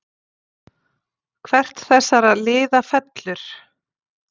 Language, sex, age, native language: Icelandic, female, 40-49, Icelandic